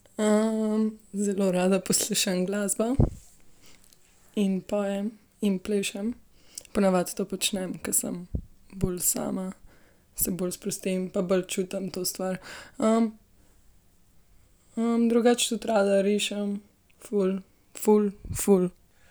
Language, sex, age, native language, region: Slovenian, female, 18-29, Slovenian, Central Slovenia